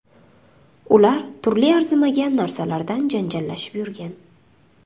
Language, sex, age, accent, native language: Uzbek, female, 25-34, Surxondaryo, Uzbek